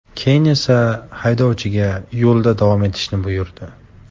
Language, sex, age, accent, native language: Uzbek, male, 18-24, Farg'ona, Tajik